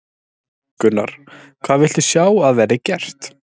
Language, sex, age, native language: Icelandic, male, 30-39, Icelandic